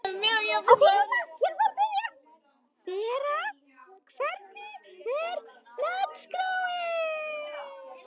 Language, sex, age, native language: Icelandic, female, 11, Icelandic